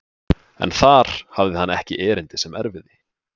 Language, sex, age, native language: Icelandic, male, 20-29, Icelandic